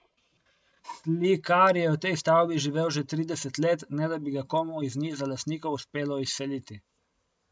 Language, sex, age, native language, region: Slovenian, male, 18-29, Slovenian, Coastal Karst region